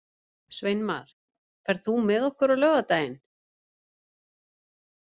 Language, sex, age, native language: Icelandic, female, 50-59, Icelandic